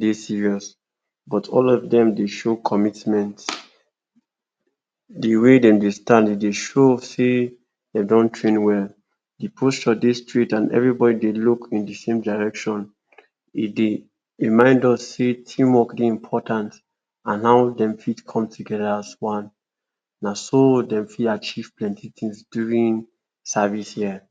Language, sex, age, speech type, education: Nigerian Pidgin, male, 46-60, spontaneous, tertiary